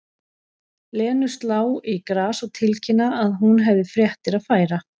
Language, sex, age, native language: Icelandic, female, 40-49, Icelandic